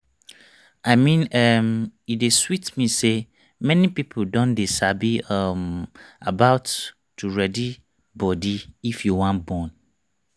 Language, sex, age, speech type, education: Nigerian Pidgin, male, 30-45, spontaneous, tertiary